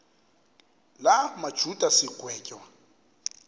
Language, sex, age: Xhosa, male, 33